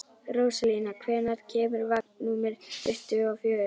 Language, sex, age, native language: Icelandic, female, 11, Icelandic